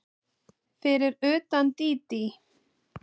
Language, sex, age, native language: Icelandic, female, 8, Icelandic